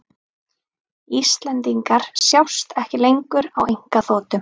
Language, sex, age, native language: Icelandic, female, 30-39, Icelandic